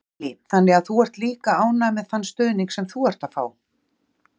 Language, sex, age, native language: Icelandic, female, 40-49, Icelandic